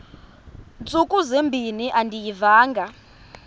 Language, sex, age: Xhosa, female, 32